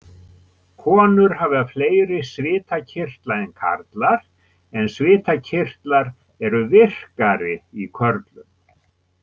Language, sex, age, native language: Icelandic, male, 70-79, Icelandic